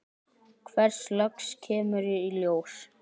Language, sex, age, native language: Icelandic, male, 10, Icelandic